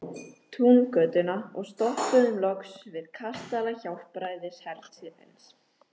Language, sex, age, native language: Icelandic, female, 13, Icelandic